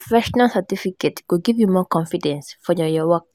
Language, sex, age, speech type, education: Nigerian Pidgin, female, 15-29, spontaneous, tertiary